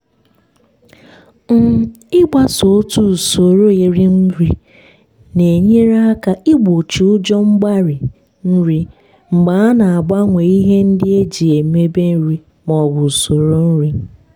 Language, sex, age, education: Igbo, female, 15-29, tertiary